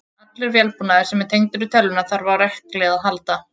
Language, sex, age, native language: Icelandic, female, 20-29, Icelandic